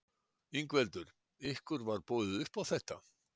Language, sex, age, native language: Icelandic, male, 60-69, Icelandic